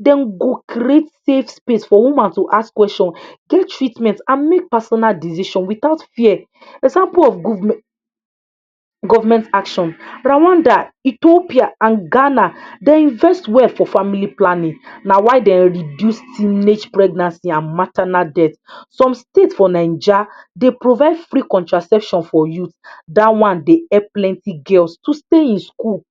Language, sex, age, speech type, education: Nigerian Pidgin, female, 46-60, spontaneous, tertiary